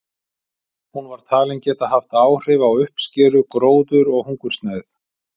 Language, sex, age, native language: Icelandic, male, 50-59, Icelandic